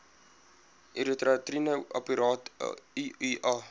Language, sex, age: Afrikaans, male, 20